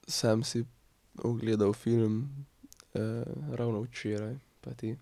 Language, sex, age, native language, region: Slovenian, male, 18-29, Slovenian, Drava region